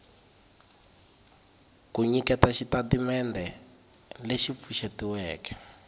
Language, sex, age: Tsonga, male, 18